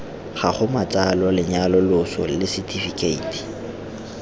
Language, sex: Tswana, male